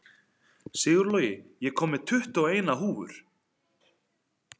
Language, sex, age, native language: Icelandic, male, 30-39, Icelandic